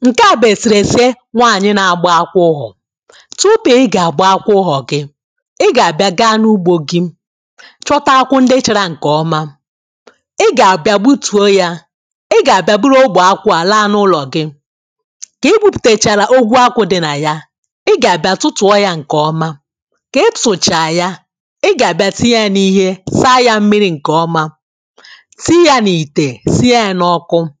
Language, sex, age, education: Igbo, female, 15-29, tertiary